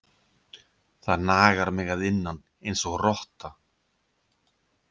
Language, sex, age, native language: Icelandic, male, 50-59, Icelandic